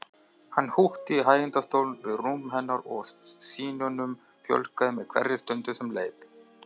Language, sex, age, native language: Icelandic, male, 30-39, Icelandic